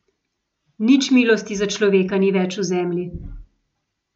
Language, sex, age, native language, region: Slovenian, female, 50-59, Slovenian, Gorenjska region